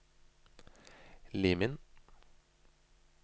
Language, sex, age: Norwegian, male, 25